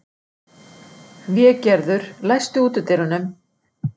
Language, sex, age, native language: Icelandic, female, 60-69, Icelandic